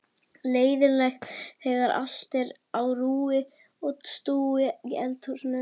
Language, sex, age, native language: Icelandic, female, 11, Icelandic